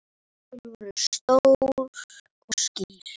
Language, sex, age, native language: Icelandic, male, 8, Icelandic